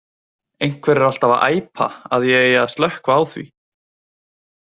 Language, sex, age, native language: Icelandic, male, 20-29, Icelandic